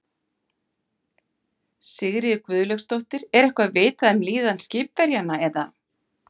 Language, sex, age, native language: Icelandic, female, 50-59, Icelandic